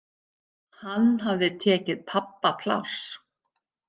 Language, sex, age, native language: Icelandic, female, 50-59, Icelandic